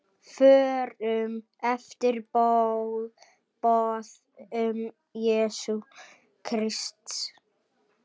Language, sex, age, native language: Icelandic, male, 8, Icelandic